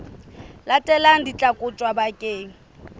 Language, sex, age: Southern Sotho, female, 24